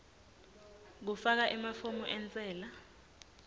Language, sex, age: Swati, female, 20